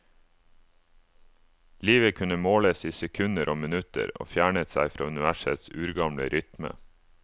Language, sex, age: Norwegian, male, 28